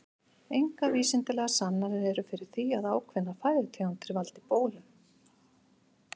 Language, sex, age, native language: Icelandic, female, 50-59, Icelandic